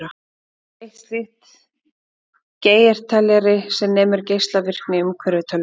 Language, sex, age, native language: Icelandic, female, 30-39, Icelandic